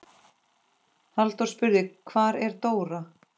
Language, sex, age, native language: Icelandic, female, 10, Icelandic